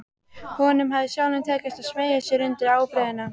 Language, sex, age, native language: Icelandic, female, 12, Icelandic